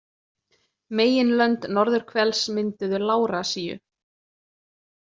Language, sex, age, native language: Icelandic, female, 20-29, Icelandic